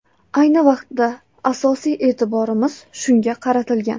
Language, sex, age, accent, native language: Uzbek, female, 18-24, Toshkent viloyati, Uzbek